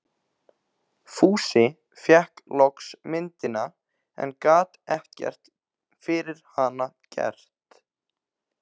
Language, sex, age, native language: Icelandic, male, 15, Icelandic